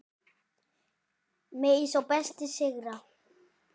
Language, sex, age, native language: Icelandic, male, 10, Icelandic